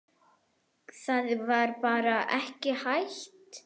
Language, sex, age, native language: Icelandic, female, 10, Arabic